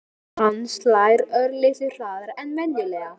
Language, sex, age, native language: Icelandic, male, 13, Icelandic